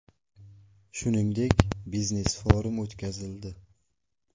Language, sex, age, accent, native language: Uzbek, male, 18-24, Navoiy, Uzbek